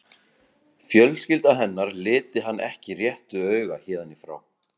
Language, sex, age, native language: Icelandic, other, 14, Icelandic